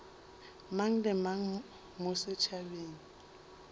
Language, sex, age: Northern Sotho, female, 23